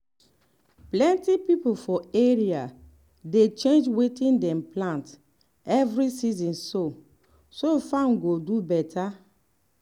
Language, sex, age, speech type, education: Nigerian Pidgin, female, 30-45, spontaneous, tertiary